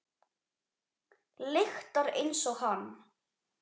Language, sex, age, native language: Icelandic, male, 10, Icelandic